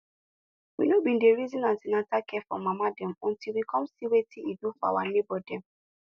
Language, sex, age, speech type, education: Nigerian Pidgin, female, 15-29, spontaneous, tertiary